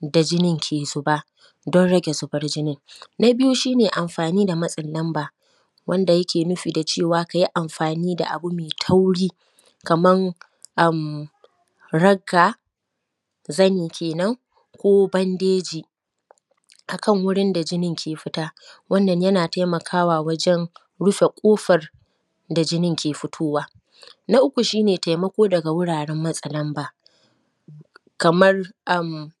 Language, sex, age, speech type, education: Hausa, female, 30-45, spontaneous, primary